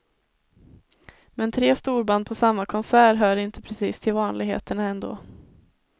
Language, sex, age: Swedish, female, 21